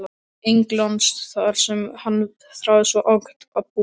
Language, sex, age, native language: Icelandic, male, 12, Icelandic